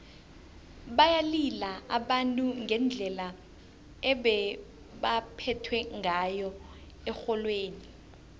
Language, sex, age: South Ndebele, female, 21